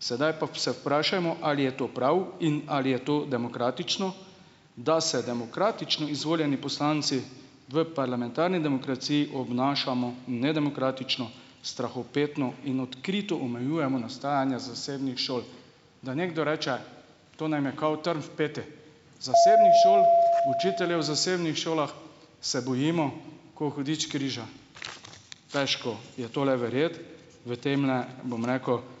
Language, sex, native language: Slovenian, male, Slovenian